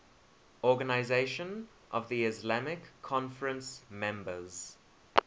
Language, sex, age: English, male, 21